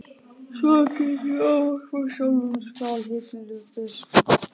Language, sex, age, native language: Icelandic, female, 12, Icelandic